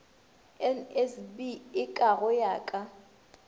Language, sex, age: Northern Sotho, female, 23